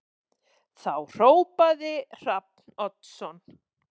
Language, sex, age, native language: Icelandic, female, 40-49, Icelandic